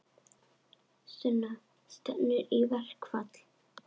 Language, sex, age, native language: Icelandic, female, 11, Icelandic